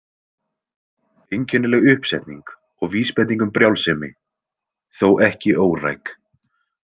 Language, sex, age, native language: Icelandic, male, 20-29, Icelandic